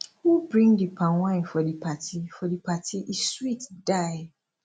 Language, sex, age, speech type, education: Nigerian Pidgin, female, 15-29, spontaneous, tertiary